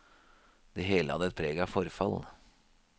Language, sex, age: Norwegian, male, 52